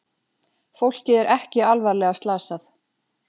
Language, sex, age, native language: Icelandic, female, 40-49, Icelandic